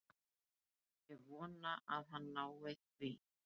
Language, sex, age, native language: Icelandic, female, 30-39, Icelandic